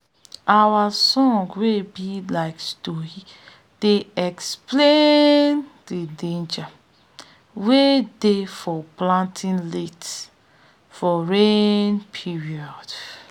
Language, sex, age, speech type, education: Nigerian Pidgin, female, 30-45, spontaneous, tertiary